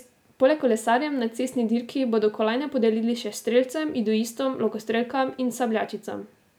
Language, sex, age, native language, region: Slovenian, female, 18-29, Slovenian, Drava region